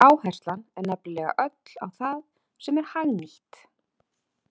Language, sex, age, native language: Icelandic, female, 30-39, Icelandic